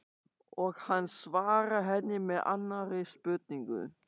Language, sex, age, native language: Icelandic, male, 14, German